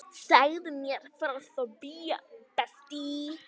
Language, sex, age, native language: Icelandic, female, 9, Icelandic